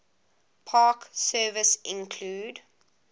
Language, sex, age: English, female, 20